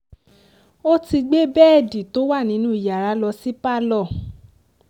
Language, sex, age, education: Yoruba, female, 15-29, tertiary